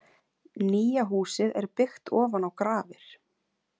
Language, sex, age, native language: Icelandic, female, 20-29, Icelandic